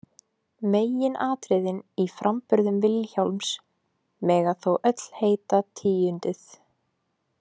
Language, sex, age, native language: Icelandic, female, 18-19, Icelandic